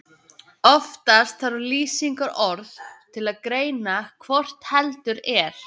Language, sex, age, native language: Icelandic, female, 20-29, Icelandic